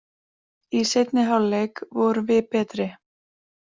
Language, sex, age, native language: Icelandic, female, 40-49, Icelandic